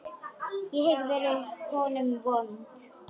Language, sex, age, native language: Icelandic, female, 10, Icelandic